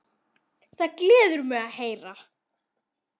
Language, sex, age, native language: Icelandic, female, 9, Icelandic